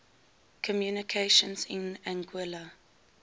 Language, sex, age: English, female, 19